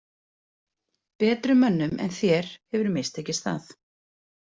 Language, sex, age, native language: Icelandic, female, 40-49, Icelandic